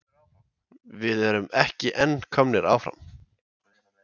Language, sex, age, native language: Icelandic, male, 20-29, Icelandic